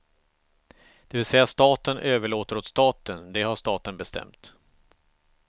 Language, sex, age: Swedish, male, 45